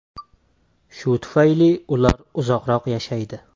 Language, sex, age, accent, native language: Uzbek, male, 18-24, Andijon, Uzbek